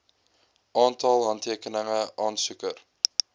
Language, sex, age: Afrikaans, male, 22